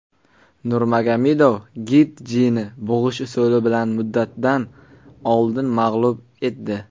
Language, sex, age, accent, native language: Uzbek, male, 19-29, Qashqadaryo, Uzbek